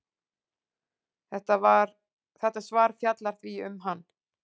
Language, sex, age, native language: Icelandic, female, 40-49, Icelandic